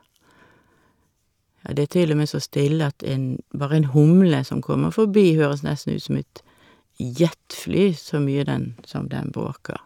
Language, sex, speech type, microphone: Norwegian, female, spontaneous, Shure